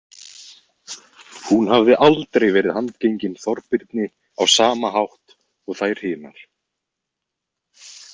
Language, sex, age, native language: Icelandic, male, 20-29, Icelandic